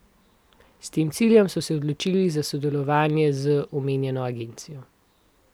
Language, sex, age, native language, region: Slovenian, female, 18-29, Slovenian, Central Slovenia